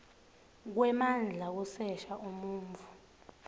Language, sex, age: Swati, female, 21